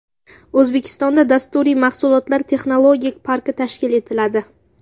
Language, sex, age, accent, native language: Uzbek, female, under 19, Samarqand, Uzbek